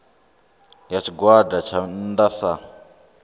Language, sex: Venda, male